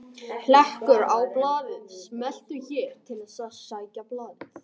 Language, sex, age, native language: Icelandic, male, 18-19, Icelandic